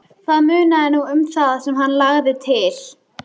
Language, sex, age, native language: Icelandic, female, 13, Icelandic